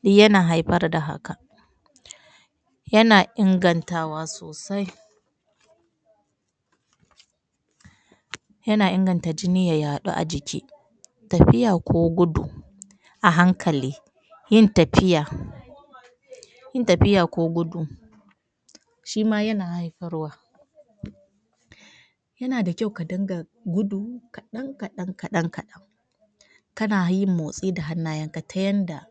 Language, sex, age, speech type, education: Hausa, female, 60+, spontaneous, tertiary